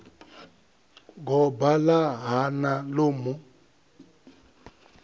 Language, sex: Venda, male